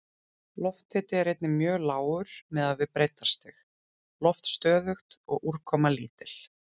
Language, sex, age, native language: Icelandic, female, 30-39, Icelandic